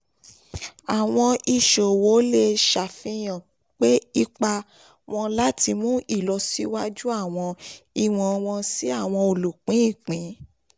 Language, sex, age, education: Yoruba, female, 15-29, tertiary